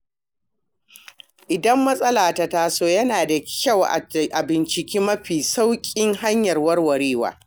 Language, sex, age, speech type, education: Hausa, female, 60+, read, primary